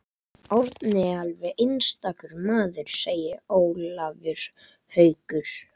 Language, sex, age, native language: Icelandic, male, 11, Icelandic